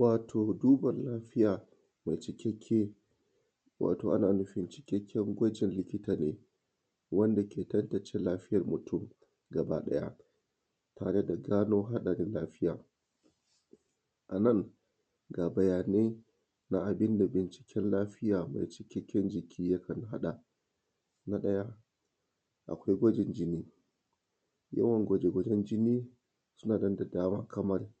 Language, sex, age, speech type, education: Hausa, male, 30-45, spontaneous, tertiary